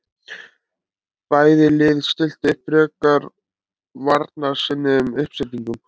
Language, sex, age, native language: Icelandic, male, 20-29, Icelandic